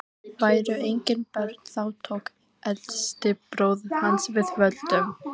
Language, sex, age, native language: Icelandic, female, 18-19, Icelandic